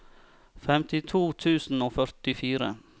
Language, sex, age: Norwegian, male, 34